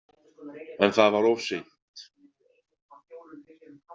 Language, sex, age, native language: Icelandic, male, 50-59, Icelandic